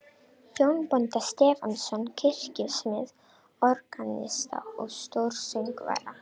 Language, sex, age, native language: Icelandic, female, 18-19, Romanian